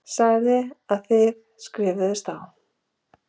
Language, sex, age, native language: Icelandic, female, 40-49, Icelandic